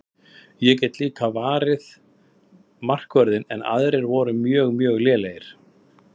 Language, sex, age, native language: Icelandic, male, 30-39, Icelandic